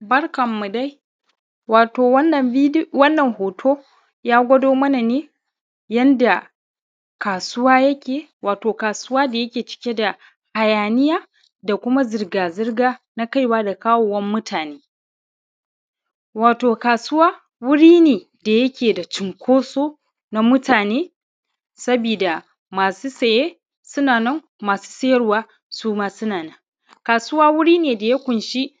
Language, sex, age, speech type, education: Hausa, male, 15-29, spontaneous, tertiary